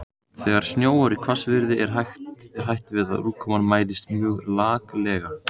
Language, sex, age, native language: Icelandic, male, 18-19, Icelandic